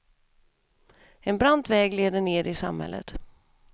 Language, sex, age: Swedish, female, 32